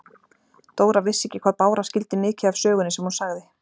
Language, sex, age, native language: Icelandic, female, 40-49, Icelandic